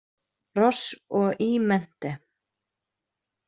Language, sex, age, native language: Icelandic, female, 20-29, Icelandic